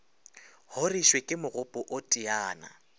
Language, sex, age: Northern Sotho, male, 24